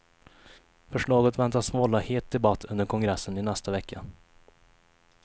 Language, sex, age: Swedish, male, 21